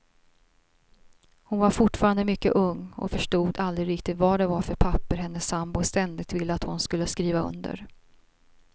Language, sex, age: Swedish, female, 42